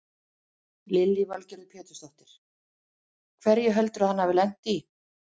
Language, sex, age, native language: Icelandic, female, 40-49, Icelandic